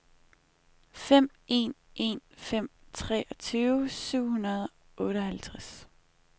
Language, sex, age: Danish, female, 21